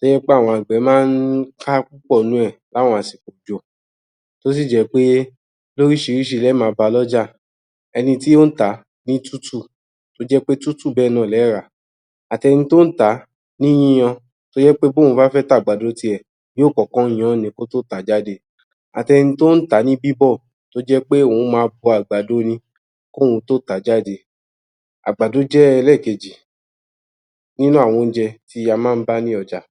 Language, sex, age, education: Yoruba, male, 30-45, tertiary